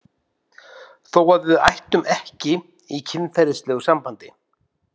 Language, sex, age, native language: Icelandic, male, 50-59, Icelandic